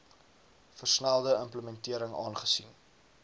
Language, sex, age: Afrikaans, male, 19